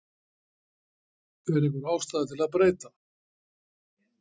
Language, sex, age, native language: Icelandic, male, 60-69, Icelandic